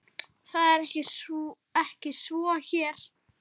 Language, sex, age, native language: Icelandic, male, 7, Icelandic